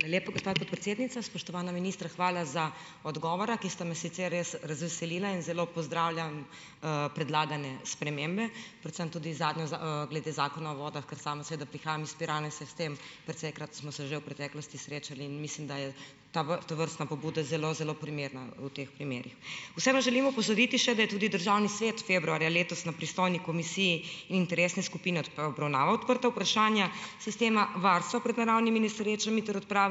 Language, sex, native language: Slovenian, female, Slovenian